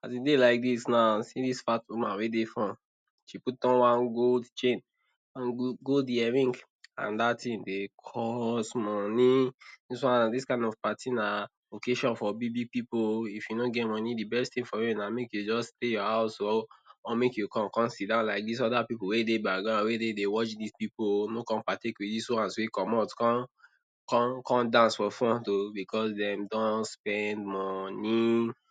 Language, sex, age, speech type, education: Nigerian Pidgin, male, 30-45, spontaneous, tertiary